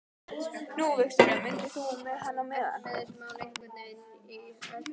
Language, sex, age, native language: Icelandic, female, 12, Icelandic